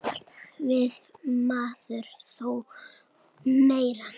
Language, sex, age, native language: Icelandic, female, 7, Icelandic